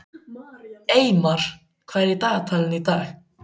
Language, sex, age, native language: Icelandic, male, 14, Icelandic